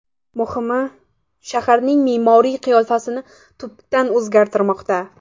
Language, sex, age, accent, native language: Uzbek, female, 18-24, Samarqand, Uzbek